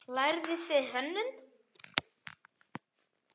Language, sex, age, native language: Icelandic, male, 9, Icelandic